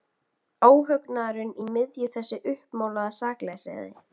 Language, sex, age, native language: Icelandic, female, 12, Icelandic